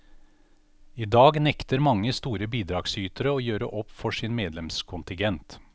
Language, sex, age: Norwegian, male, 49